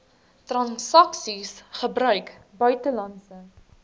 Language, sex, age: Afrikaans, female, 19